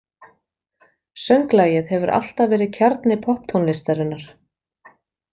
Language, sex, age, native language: Icelandic, female, 40-49, Icelandic